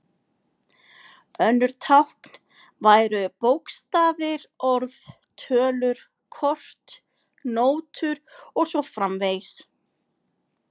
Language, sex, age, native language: Icelandic, female, 40-49, Icelandic